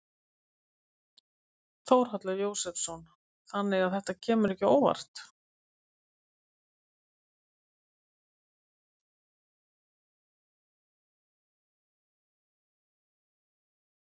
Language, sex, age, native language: Icelandic, female, 50-59, Icelandic